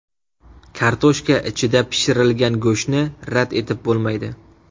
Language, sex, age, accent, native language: Uzbek, male, 18-24, Surxondaryo, Uzbek